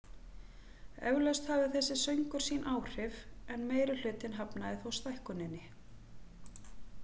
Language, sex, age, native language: Icelandic, female, 40-49, Icelandic